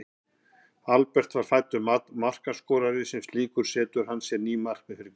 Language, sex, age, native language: Icelandic, male, 50-59, Icelandic